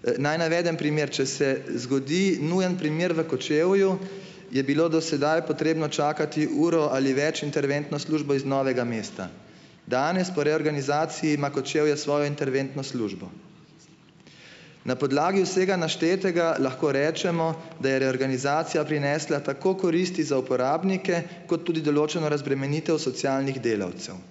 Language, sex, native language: Slovenian, male, Slovenian